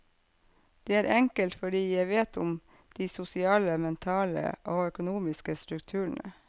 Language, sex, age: Norwegian, female, 48